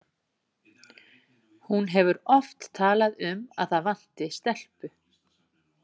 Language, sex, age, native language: Icelandic, female, 40-49, Icelandic